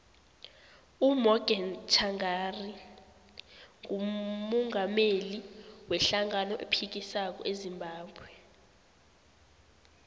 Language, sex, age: South Ndebele, female, 18